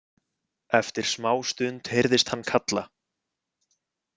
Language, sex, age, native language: Icelandic, male, 20-29, Icelandic